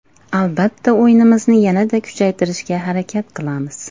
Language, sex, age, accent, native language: Uzbek, female, 25-34, Andijon, Uzbek